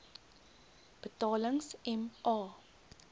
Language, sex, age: Afrikaans, female, 22